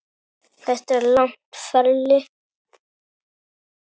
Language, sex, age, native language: Icelandic, male, 7, Icelandic